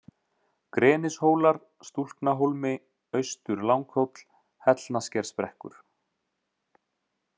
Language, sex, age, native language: Icelandic, male, 30-39, Icelandic